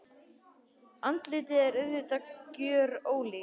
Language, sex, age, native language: Icelandic, male, 18-19, Icelandic